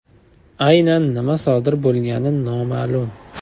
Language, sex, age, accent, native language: Uzbek, male, 18-24, Farg'ona, Uzbek